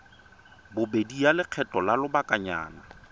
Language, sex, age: Tswana, male, 23